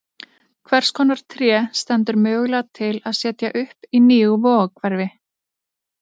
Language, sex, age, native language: Icelandic, female, 30-39, Icelandic